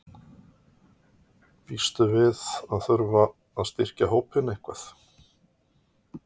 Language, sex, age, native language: Icelandic, male, 50-59, Icelandic